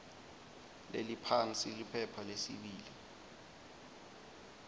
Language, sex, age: Swati, male, 19